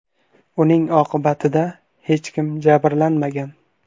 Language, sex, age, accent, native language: Uzbek, male, 19-29, Qashqadaryo, Uzbek